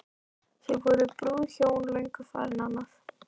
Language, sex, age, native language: Icelandic, female, 12, Icelandic